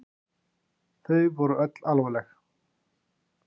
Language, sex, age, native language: Icelandic, male, 50-59, Icelandic